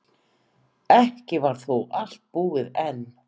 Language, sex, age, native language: Icelandic, female, 50-59, Icelandic